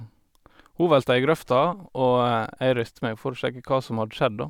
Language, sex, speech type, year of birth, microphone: Norwegian, male, spontaneous, 1989, Sennheiser